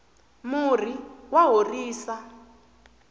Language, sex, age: Tsonga, female, 20